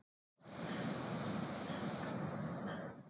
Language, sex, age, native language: Icelandic, female, 50-59, Icelandic